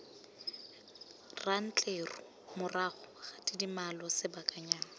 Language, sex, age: Tswana, female, 21